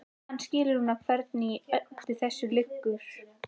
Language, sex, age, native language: Icelandic, female, 14, Icelandic